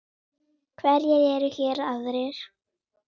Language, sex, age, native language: Icelandic, female, 9, Icelandic